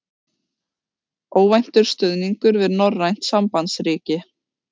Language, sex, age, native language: Icelandic, female, 30-39, Icelandic